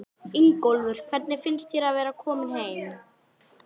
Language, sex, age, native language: Icelandic, female, 11, Icelandic